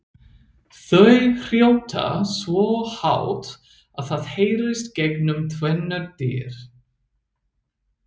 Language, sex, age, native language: Icelandic, male, 30-39, English